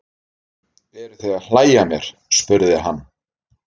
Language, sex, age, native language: Icelandic, male, 30-39, Icelandic